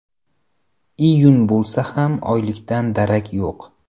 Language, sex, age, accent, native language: Uzbek, male, 25-34, Samarqand, Uzbek